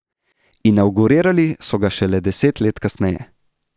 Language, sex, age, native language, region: Slovenian, male, 18-29, Slovenian, Central Slovenia